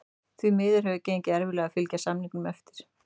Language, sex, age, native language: Icelandic, female, 30-39, Icelandic